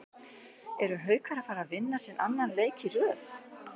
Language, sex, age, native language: Icelandic, female, 60-69, Icelandic